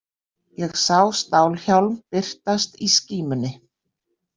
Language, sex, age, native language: Icelandic, female, 60-69, Icelandic